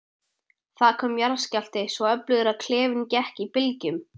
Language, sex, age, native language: Icelandic, male, 12, Icelandic